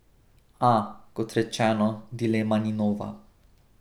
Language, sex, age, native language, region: Slovenian, male, 18-29, Slovenian, Drava region